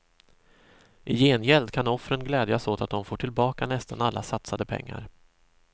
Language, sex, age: Swedish, male, 26